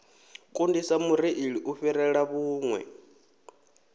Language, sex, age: Venda, male, 23